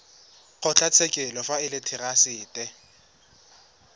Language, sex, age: Tswana, male, 20